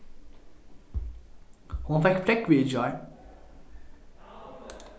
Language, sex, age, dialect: Faroese, male, 15-35, Norðurstreymoy/Eysturoy